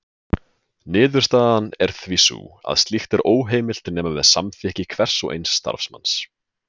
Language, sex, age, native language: Icelandic, male, 20-29, Icelandic